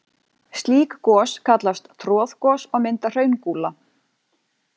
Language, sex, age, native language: Icelandic, female, 40-49, Icelandic